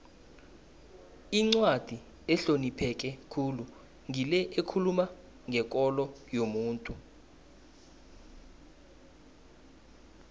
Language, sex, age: South Ndebele, male, 19